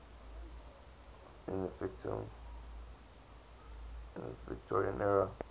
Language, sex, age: English, male, 20